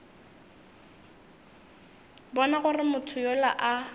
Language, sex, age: Northern Sotho, female, 19